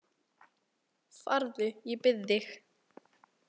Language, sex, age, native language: Icelandic, female, 18-19, Icelandic